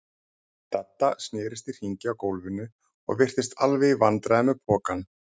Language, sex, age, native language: Icelandic, male, 30-39, Icelandic